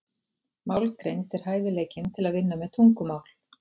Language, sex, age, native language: Icelandic, female, 40-49, Icelandic